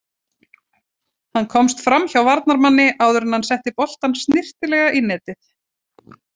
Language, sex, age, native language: Icelandic, female, 40-49, Icelandic